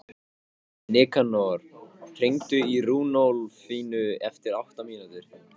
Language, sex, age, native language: Icelandic, male, 15, Icelandic